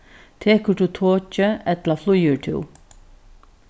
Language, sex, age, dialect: Faroese, female, 36-60, Norðurstreymoy/Eysturoy